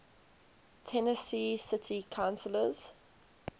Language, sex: English, female